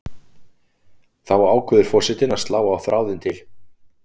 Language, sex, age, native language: Icelandic, male, 40-49, Icelandic